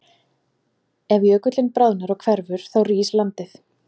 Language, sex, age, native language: Icelandic, female, 40-49, Icelandic